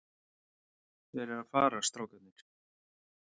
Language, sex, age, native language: Icelandic, male, 30-39, Icelandic